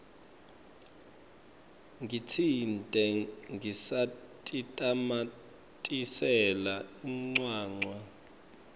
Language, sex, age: Swati, male, 25